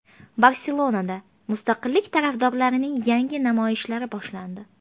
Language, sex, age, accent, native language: Uzbek, female, 25-34, Farg'ona, Uzbek